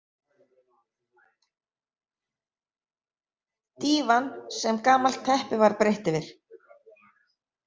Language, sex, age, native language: Icelandic, female, 40-49, Icelandic